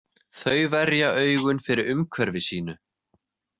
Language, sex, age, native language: Icelandic, male, 30-39, Icelandic